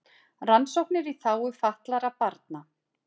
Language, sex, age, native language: Icelandic, female, 40-49, Icelandic